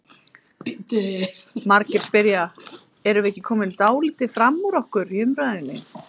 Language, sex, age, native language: Icelandic, female, 30-39, Icelandic